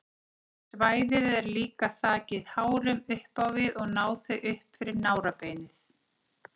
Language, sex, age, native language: Icelandic, female, 40-49, Icelandic